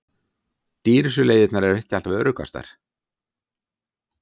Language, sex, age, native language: Icelandic, male, 60-69, Icelandic